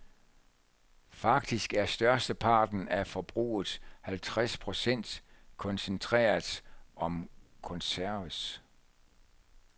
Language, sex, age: Danish, male, 64